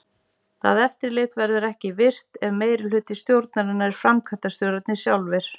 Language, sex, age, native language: Icelandic, female, 40-49, Icelandic